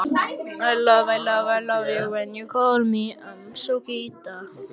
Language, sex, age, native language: Icelandic, other, 12, Icelandic